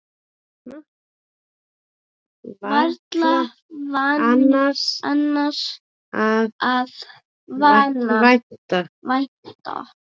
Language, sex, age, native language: Icelandic, female, 8, Icelandic